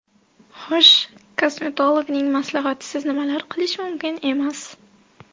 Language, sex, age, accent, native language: Uzbek, female, 18-24, Namangan, Uzbek